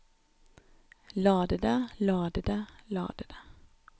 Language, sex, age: Norwegian, female, 29